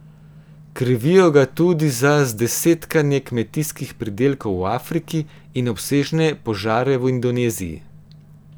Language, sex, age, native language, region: Slovenian, female, 18-29, Slovenian, Gorenjska region